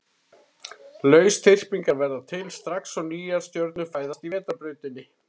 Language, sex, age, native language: Icelandic, male, 30-39, Icelandic